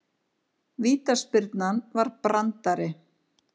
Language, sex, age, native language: Icelandic, female, 50-59, Icelandic